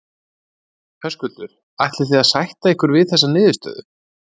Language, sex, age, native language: Icelandic, male, 30-39, Icelandic